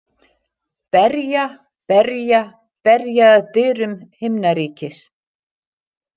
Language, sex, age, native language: Icelandic, female, 60-69, Icelandic